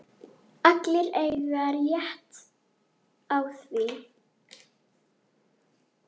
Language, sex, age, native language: Icelandic, female, 8, Icelandic